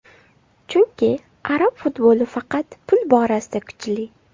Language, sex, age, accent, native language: Uzbek, female, 18-24, Farg'ona, Uzbek